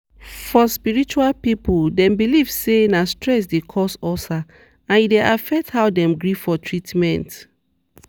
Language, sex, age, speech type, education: Nigerian Pidgin, female, 30-45, spontaneous, tertiary